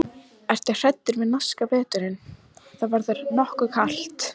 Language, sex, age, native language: Icelandic, female, 12, Icelandic